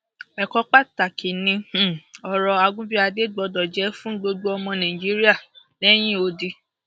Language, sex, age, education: Yoruba, female, 46-60, secondary